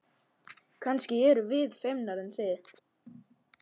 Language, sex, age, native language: Icelandic, male, 11, Icelandic